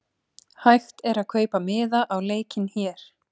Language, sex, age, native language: Icelandic, female, 30-39, Icelandic